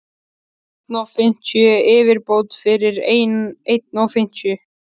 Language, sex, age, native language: Icelandic, male, 13, Icelandic